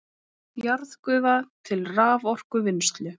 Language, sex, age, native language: Icelandic, female, 30-39, Icelandic